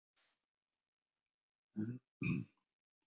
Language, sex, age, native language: Icelandic, male, 70-79, Icelandic